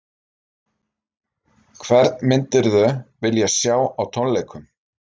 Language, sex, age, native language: Icelandic, male, 30-39, Icelandic